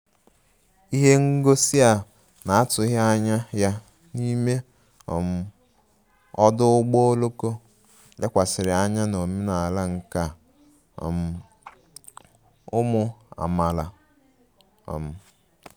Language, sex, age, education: Igbo, male, 15-29, tertiary